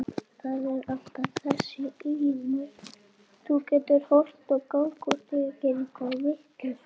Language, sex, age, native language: Icelandic, male, 7, Icelandic